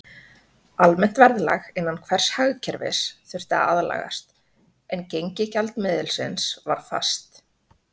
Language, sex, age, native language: Icelandic, female, 20-29, Icelandic